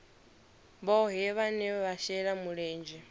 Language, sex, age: Venda, female, 22